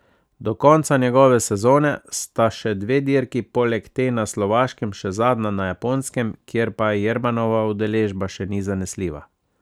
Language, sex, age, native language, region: Slovenian, male, 30-49, Slovenian, Savinja region